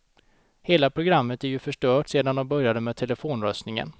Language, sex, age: Swedish, male, 29